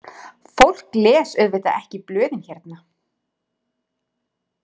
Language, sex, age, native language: Icelandic, female, 30-39, Icelandic